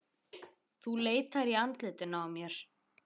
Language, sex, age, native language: Icelandic, male, 11, Icelandic